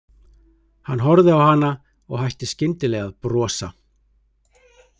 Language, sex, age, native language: Icelandic, male, 30-39, Icelandic